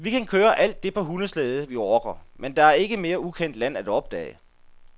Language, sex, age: Danish, male, 33